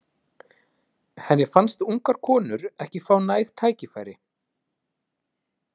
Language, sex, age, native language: Icelandic, male, 30-39, Icelandic